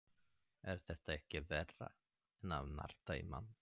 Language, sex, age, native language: Icelandic, male, 30-39, Swedish